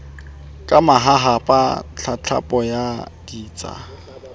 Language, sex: Southern Sotho, male